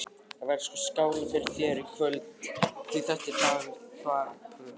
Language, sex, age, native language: Icelandic, male, 20-29, Icelandic